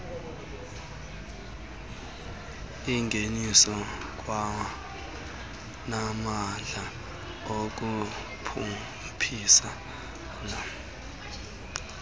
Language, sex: Xhosa, male